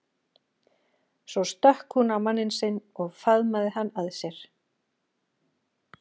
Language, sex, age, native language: Icelandic, female, 40-49, Icelandic